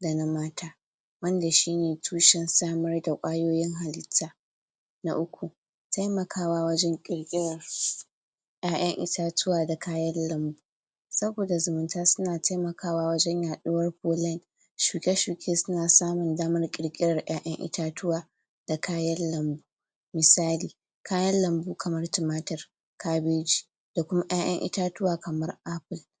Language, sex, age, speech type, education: Hausa, female, 46-60, spontaneous, tertiary